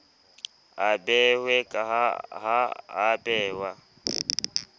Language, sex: Southern Sotho, male